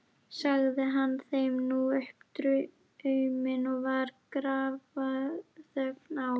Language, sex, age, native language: Icelandic, female, 11, Icelandic